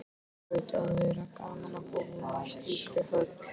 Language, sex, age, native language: Icelandic, male, 13, Icelandic